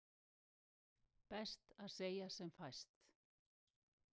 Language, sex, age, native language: Icelandic, female, 60-69, Icelandic